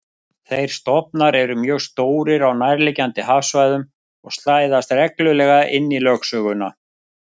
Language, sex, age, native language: Icelandic, male, 50-59, Icelandic